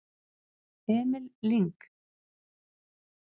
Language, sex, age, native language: Icelandic, female, 30-39, Icelandic